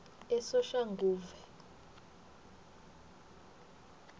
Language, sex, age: South Ndebele, female, 21